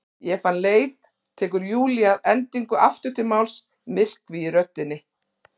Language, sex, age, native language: Icelandic, female, 40-49, Icelandic